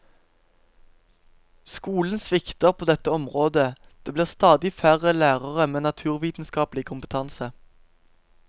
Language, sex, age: Norwegian, male, 17